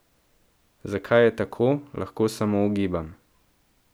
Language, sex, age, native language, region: Slovenian, male, 18-29, Slovenian, Central Slovenia